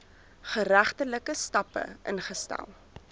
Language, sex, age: Afrikaans, female, 23